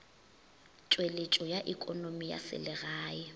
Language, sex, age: Northern Sotho, female, 22